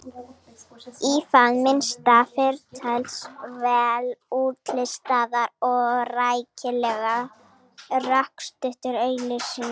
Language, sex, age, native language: Icelandic, female, 40-49, Icelandic